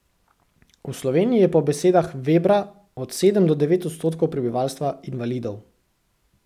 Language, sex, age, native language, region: Slovenian, male, 18-29, Slovenian, Central Slovenia